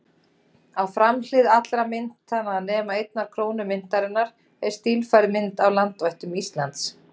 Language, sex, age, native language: Icelandic, female, 30-39, Icelandic